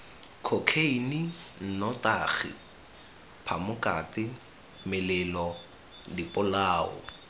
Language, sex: Tswana, male